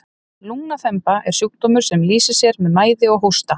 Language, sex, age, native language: Icelandic, female, 30-39, Icelandic